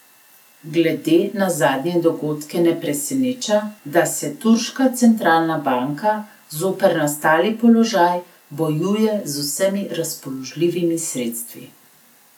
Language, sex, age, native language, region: Slovenian, female, 30-49, Slovenian, Gorenjska region